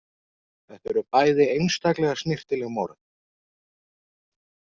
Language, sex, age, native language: Icelandic, male, 40-49, Icelandic